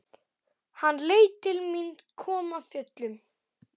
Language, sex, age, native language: Icelandic, male, 11, Icelandic